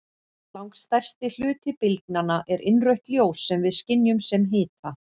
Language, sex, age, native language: Icelandic, female, 40-49, Icelandic